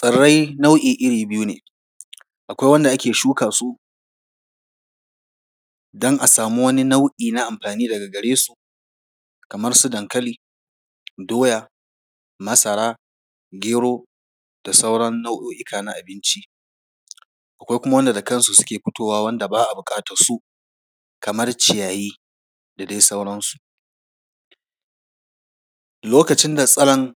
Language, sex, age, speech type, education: Hausa, male, 30-45, spontaneous, tertiary